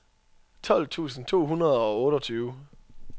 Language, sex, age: Danish, male, 24